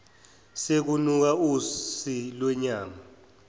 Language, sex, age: Zulu, male, 24